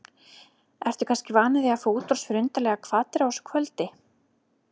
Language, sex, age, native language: Icelandic, female, 30-39, Icelandic